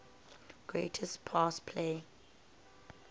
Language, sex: English, female